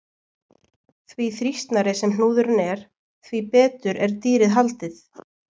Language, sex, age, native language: Icelandic, female, 20-29, Icelandic